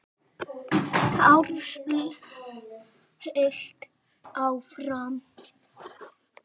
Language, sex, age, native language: Icelandic, male, 8, Icelandic